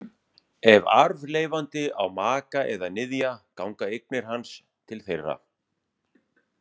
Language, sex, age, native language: Icelandic, male, 40-49, Icelandic